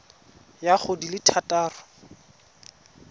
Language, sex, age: Tswana, male, 20